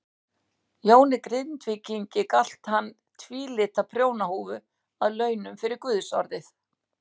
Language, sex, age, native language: Icelandic, female, 60-69, Icelandic